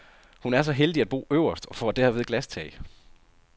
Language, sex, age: Danish, male, 30